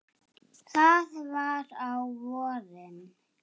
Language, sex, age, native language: Icelandic, male, 7, Icelandic